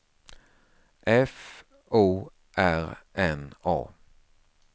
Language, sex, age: Swedish, male, 49